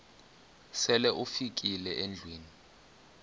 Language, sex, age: Xhosa, male, 24